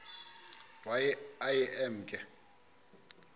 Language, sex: Xhosa, male